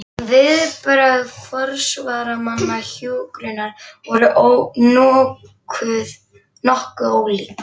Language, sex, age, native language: Icelandic, female, 11, Icelandic